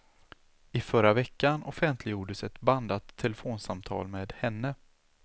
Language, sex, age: Swedish, male, 36